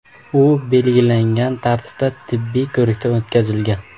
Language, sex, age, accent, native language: Uzbek, male, 18-24, Farg'ona, Uzbek